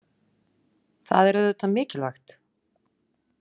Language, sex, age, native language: Icelandic, female, 40-49, Icelandic